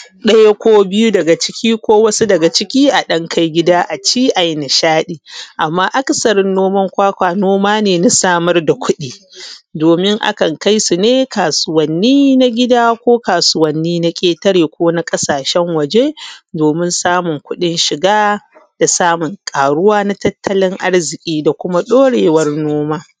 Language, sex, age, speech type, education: Hausa, female, 15-29, spontaneous, tertiary